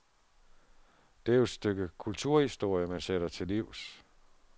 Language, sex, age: Danish, male, 47